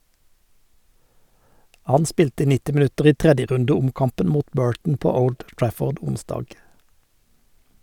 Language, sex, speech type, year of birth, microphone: Norwegian, male, read, 1951, Sennheiser